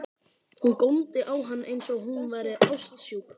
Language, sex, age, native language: Icelandic, male, 12, Icelandic